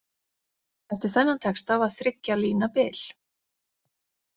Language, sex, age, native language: Icelandic, female, 40-49, Icelandic